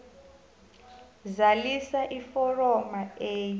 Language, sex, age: South Ndebele, female, 25